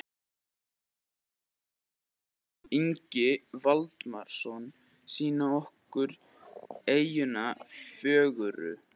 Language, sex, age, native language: Icelandic, male, 18-19, Icelandic